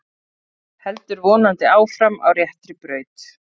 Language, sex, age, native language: Icelandic, female, 30-39, Icelandic